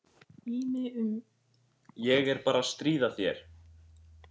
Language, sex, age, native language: Icelandic, female, 12, Icelandic